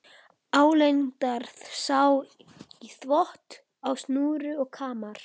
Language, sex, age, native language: Icelandic, male, 11, Icelandic